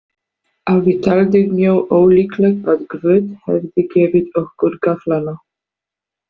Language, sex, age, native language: Icelandic, female, 40-49, Polish